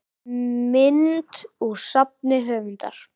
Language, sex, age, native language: Icelandic, male, 18-19, Icelandic